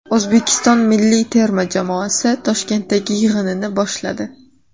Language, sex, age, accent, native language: Uzbek, female, 18-24, Toshkent shahri, Uzbek